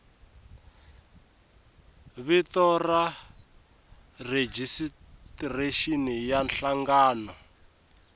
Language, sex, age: Tsonga, male, 24